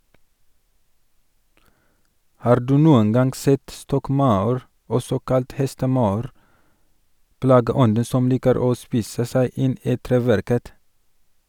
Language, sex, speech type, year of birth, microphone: Norwegian, male, read, 1983, Sennheiser